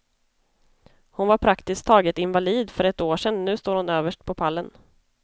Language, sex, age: Swedish, female, 25